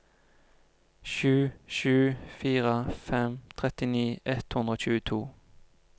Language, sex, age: Norwegian, male, 25